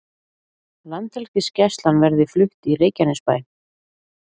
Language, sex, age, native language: Icelandic, female, 40-49, Icelandic